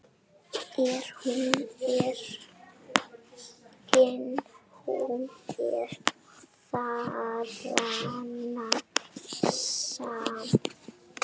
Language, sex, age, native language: Icelandic, female, 7, Icelandic